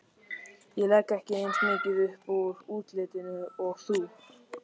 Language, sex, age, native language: Icelandic, male, 13, Icelandic